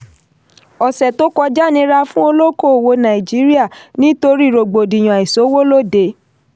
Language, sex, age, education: Yoruba, female, 30-45, tertiary